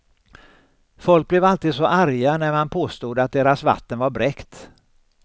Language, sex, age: Swedish, male, 63